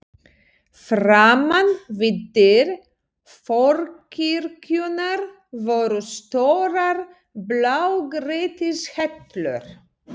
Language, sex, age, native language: Icelandic, female, 40-49, Polish